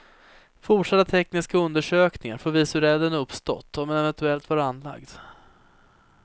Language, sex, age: Swedish, female, 30